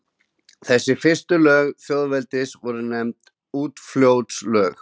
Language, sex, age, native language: Icelandic, male, 20-29, Icelandic